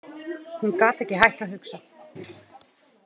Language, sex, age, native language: Icelandic, female, 30-39, Icelandic